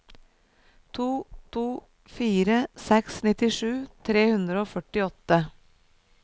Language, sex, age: Norwegian, female, 37